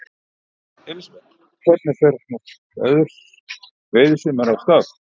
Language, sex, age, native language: Icelandic, male, 50-59, Icelandic